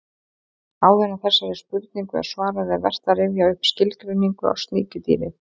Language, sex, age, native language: Icelandic, female, 30-39, Icelandic